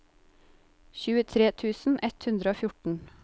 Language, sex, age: Norwegian, female, 28